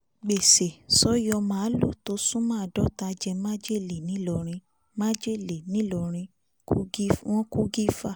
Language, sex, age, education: Yoruba, female, 15-29, tertiary